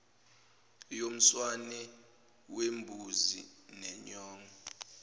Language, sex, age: Zulu, male, 18